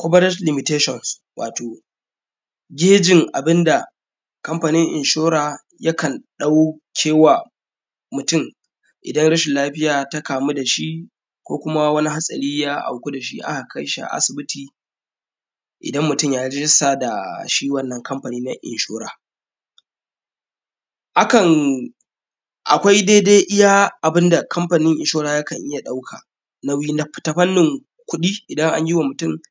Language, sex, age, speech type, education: Hausa, male, 15-29, spontaneous, tertiary